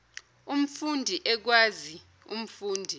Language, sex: Zulu, female